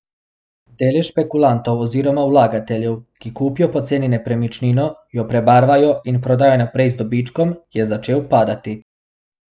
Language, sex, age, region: Slovenian, male, 18-29, Abroad